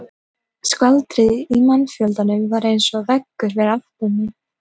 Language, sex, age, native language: Icelandic, female, 12, Icelandic